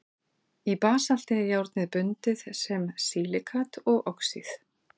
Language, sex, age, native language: Icelandic, female, 40-49, Icelandic